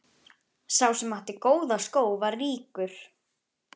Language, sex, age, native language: Icelandic, female, 11, Icelandic